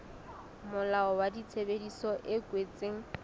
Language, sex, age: Southern Sotho, female, 19